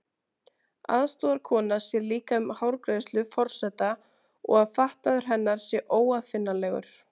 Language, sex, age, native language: Icelandic, female, 20-29, Icelandic